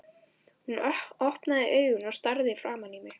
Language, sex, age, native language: Icelandic, female, 12, Icelandic